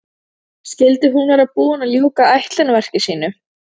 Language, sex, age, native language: Icelandic, female, 12, Icelandic